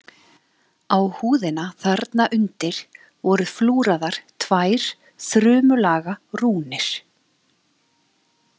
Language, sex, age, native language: Icelandic, female, 30-39, Icelandic